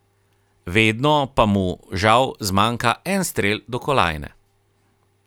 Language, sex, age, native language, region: Slovenian, male, 30-49, Slovenian, Carinthia region